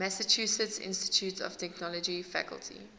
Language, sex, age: English, female, 19